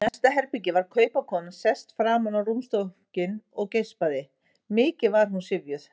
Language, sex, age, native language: Icelandic, female, 50-59, Icelandic